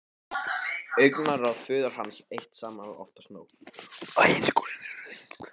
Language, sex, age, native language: Icelandic, male, 15, Icelandic